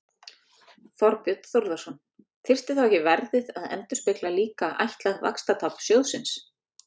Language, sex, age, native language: Icelandic, female, 30-39, Icelandic